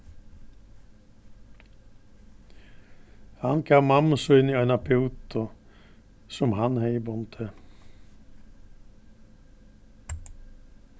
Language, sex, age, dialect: Faroese, male, 61+, Norðurstreymoy/Eysturoy